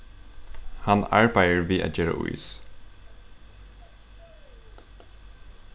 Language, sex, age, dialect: Faroese, male, 15-35, Suðurstreymoy